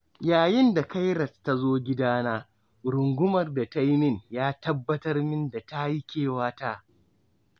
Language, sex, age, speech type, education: Hausa, male, 15-29, spontaneous, tertiary